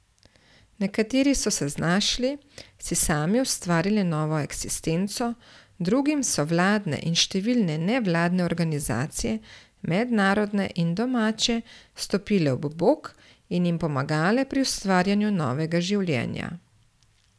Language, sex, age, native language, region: Slovenian, female, 30-49, Slovenian, Central Slovenia